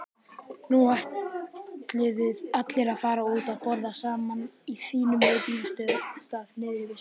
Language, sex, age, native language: Icelandic, male, 18-19, Icelandic